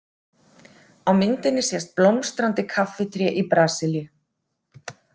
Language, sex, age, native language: Icelandic, female, 40-49, Icelandic